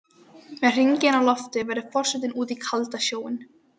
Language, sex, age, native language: Icelandic, female, 12, Icelandic